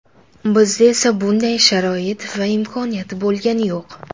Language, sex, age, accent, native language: Uzbek, female, under 19, Jizzax, Uzbek